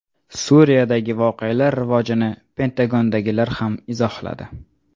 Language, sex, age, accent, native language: Uzbek, male, 18-24, Toshkent shahri, Uzbek